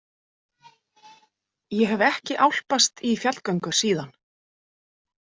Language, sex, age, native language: Icelandic, female, 40-49, Icelandic